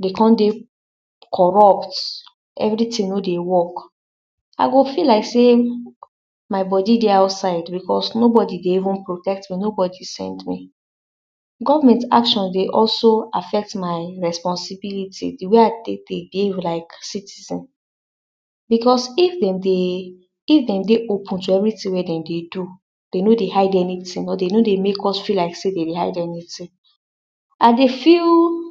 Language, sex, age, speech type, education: Nigerian Pidgin, female, 60+, spontaneous, tertiary